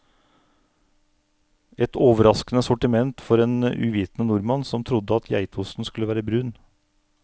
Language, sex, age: Norwegian, male, 49